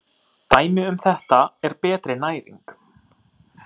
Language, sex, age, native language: Icelandic, male, 30-39, Icelandic